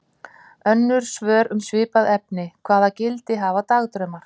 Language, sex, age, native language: Icelandic, female, 50-59, Icelandic